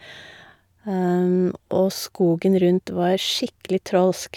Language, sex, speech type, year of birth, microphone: Norwegian, female, spontaneous, 1972, Shure